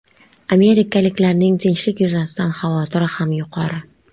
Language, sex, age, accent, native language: Uzbek, female, 25-34, Qashqadaryo, Uzbek